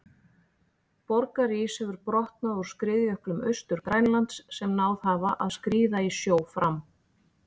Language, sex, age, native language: Icelandic, female, 40-49, Icelandic